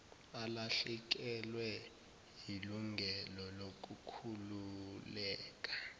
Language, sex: Zulu, male